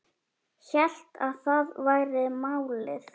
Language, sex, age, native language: Icelandic, female, 10, Icelandic